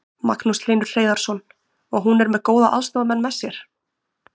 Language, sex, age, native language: Icelandic, female, 20-29, Icelandic